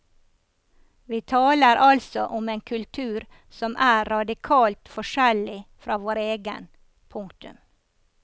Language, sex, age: Norwegian, female, 54